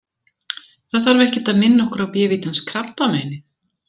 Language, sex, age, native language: Icelandic, female, 70-79, Icelandic